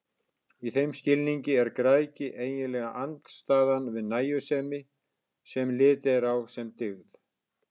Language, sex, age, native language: Icelandic, male, 60-69, Icelandic